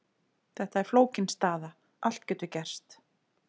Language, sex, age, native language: Icelandic, female, 40-49, Icelandic